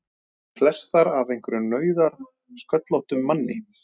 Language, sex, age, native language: Icelandic, male, 40-49, Icelandic